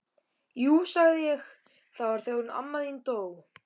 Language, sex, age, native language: Icelandic, male, 13, Icelandic